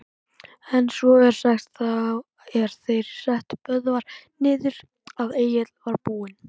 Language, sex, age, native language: Icelandic, male, 18-19, Icelandic